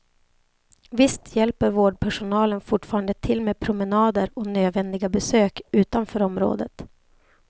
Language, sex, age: Swedish, female, 28